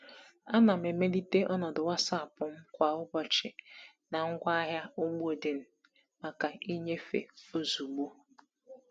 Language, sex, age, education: Igbo, female, 15-29, tertiary